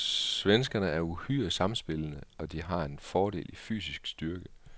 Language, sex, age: Danish, male, 38